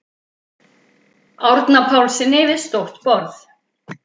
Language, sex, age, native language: Icelandic, female, 50-59, Icelandic